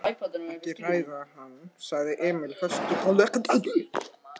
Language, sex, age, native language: Icelandic, other, 60-69, Russian